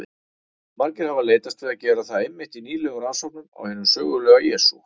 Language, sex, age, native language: Icelandic, male, 40-49, Icelandic